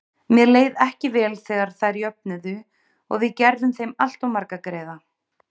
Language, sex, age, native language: Icelandic, female, 30-39, Icelandic